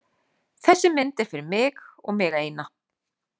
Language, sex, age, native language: Icelandic, female, 40-49, Icelandic